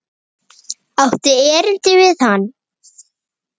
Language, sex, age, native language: Icelandic, male, 8, Icelandic